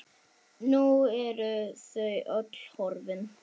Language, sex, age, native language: Icelandic, male, 9, Icelandic